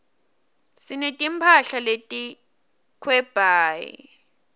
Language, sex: Swati, female